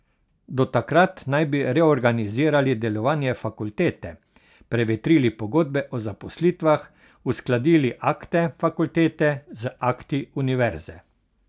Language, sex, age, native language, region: Slovenian, male, 60+, Slovenian, Carinthia region